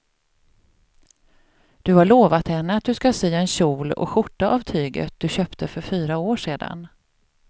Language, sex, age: Swedish, female, 38